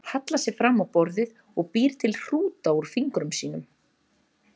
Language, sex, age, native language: Icelandic, female, 30-39, Icelandic